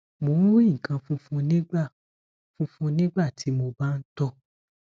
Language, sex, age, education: Yoruba, male, 15-29, tertiary